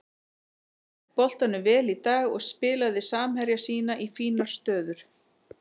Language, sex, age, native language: Icelandic, female, 40-49, Icelandic